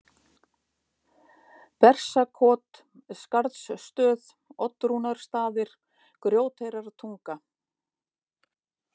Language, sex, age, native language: Icelandic, female, 50-59, Icelandic